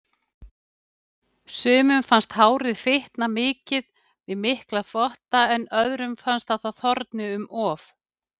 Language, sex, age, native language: Icelandic, female, 50-59, Icelandic